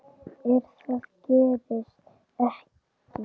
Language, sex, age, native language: Icelandic, male, 10, Icelandic